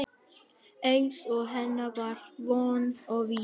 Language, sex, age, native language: Icelandic, male, 11, Vietnamese